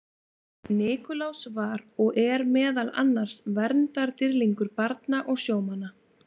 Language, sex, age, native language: Icelandic, female, 20-29, Icelandic